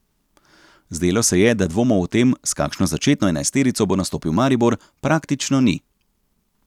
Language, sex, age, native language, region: Slovenian, male, 30-49, Slovenian, Central Slovenia